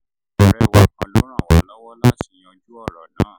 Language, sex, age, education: Yoruba, male, 30-45, tertiary